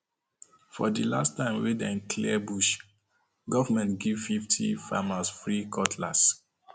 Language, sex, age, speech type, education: Nigerian Pidgin, male, 30-45, spontaneous, tertiary